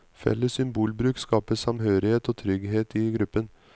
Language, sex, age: Norwegian, male, 35